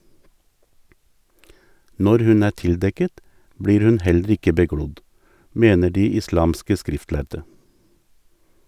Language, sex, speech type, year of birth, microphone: Norwegian, male, read, 1958, Sennheiser